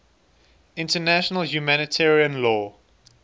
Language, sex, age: English, male, 19